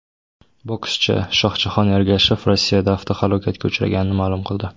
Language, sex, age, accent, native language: Uzbek, male, 18-24, Toshkent viloyati, Uzbek